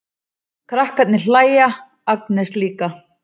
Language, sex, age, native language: Icelandic, female, 40-49, Icelandic